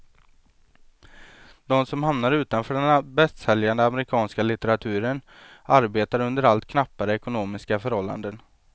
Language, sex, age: Swedish, male, 23